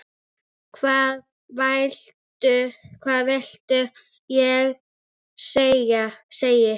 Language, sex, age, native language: Icelandic, female, 8, Icelandic